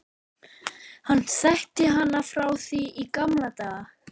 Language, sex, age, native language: Icelandic, male, 12, Icelandic